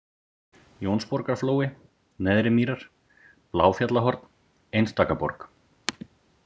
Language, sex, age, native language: Icelandic, male, 40-49, Icelandic